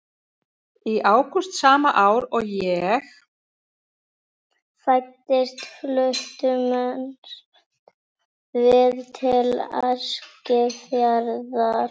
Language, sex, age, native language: Icelandic, female, 50-59, Icelandic